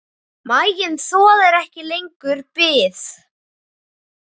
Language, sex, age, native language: Icelandic, male, 9, Icelandic